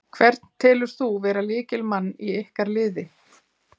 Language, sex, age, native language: Icelandic, female, 40-49, Icelandic